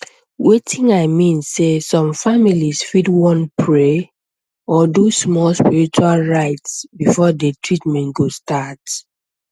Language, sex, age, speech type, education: Nigerian Pidgin, female, 15-29, spontaneous, secondary